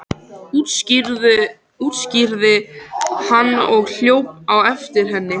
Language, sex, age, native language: Icelandic, other, 13, Icelandic